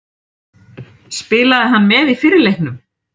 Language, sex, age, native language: Icelandic, female, 30-39, Icelandic